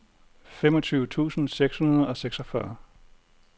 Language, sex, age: Danish, male, 40